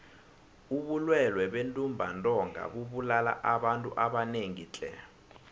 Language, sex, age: South Ndebele, male, 19